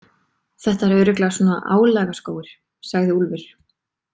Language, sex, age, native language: Icelandic, female, 20-29, Icelandic